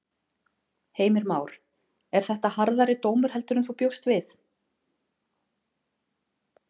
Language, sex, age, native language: Icelandic, female, 40-49, Icelandic